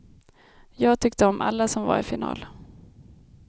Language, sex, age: Swedish, female, 32